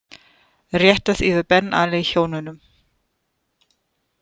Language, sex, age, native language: Icelandic, female, 30-39, German